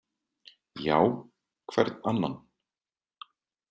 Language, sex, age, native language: Icelandic, male, 30-39, Icelandic